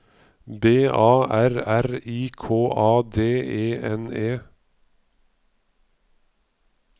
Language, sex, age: Norwegian, male, 55